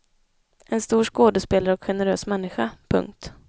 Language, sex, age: Swedish, female, 21